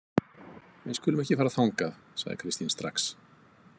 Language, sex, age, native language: Icelandic, male, 50-59, Icelandic